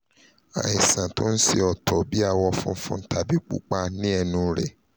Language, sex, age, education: Yoruba, male, 30-45, tertiary